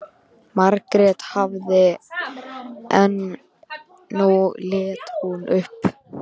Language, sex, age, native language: Icelandic, male, 13, Icelandic